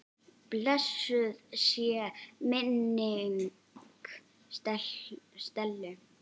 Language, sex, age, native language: Icelandic, female, 8, Icelandic